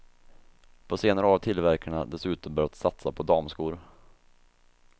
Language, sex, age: Swedish, male, 24